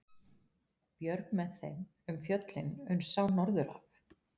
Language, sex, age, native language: Icelandic, female, 40-49, Icelandic